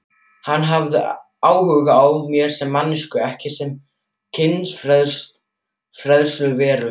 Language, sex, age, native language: Icelandic, male, 12, German